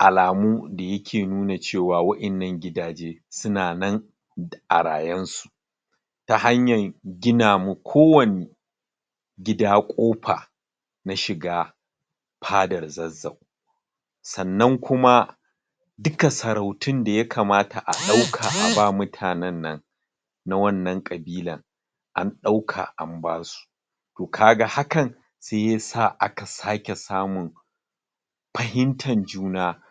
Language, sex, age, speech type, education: Hausa, male, 30-45, spontaneous, tertiary